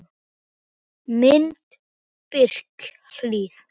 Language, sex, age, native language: Icelandic, male, 18-19, Icelandic